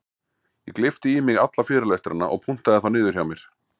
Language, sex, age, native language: Icelandic, male, 40-49, Icelandic